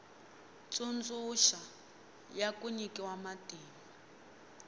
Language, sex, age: Tsonga, female, 22